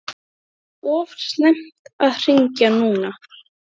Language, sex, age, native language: Icelandic, female, 12, Icelandic